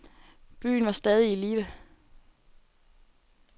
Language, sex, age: Danish, female, 18